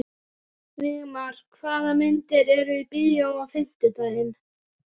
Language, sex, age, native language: Icelandic, male, 12, Icelandic